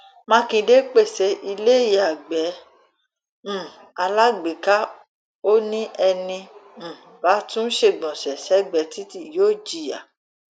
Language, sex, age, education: Yoruba, female, 30-45, tertiary